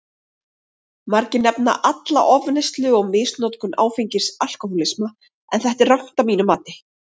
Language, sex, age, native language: Icelandic, female, 30-39, Icelandic